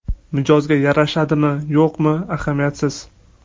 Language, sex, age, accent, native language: Uzbek, male, 18-24, Toshkent viloyati, Uzbek